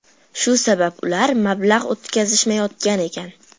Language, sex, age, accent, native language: Uzbek, female, 12-17, Farg'ona, Uzbek